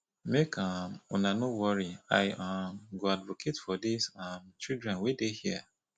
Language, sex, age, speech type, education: Nigerian Pidgin, male, 30-45, spontaneous, tertiary